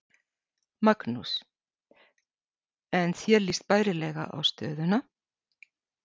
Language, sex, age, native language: Icelandic, female, 60-69, Icelandic